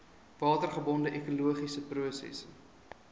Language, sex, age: Afrikaans, male, 23